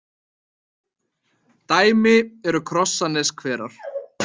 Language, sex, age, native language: Icelandic, male, 30-39, Icelandic